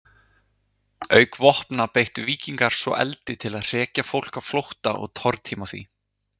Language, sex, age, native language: Icelandic, male, 30-39, Icelandic